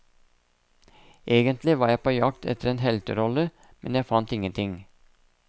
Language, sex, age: Norwegian, male, 57